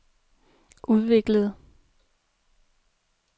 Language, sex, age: Danish, female, 33